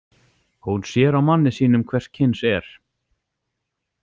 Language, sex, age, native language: Icelandic, male, 40-49, Icelandic